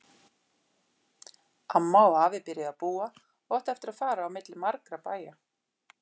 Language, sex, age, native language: Icelandic, female, 40-49, Icelandic